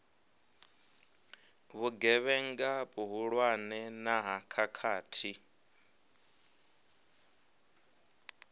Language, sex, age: Venda, male, 23